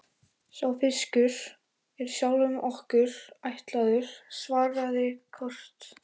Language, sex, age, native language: Icelandic, male, 13, Icelandic